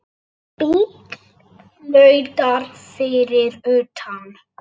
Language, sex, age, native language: Icelandic, male, 8, Icelandic